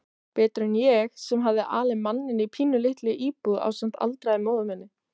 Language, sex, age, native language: Icelandic, female, 18-19, Icelandic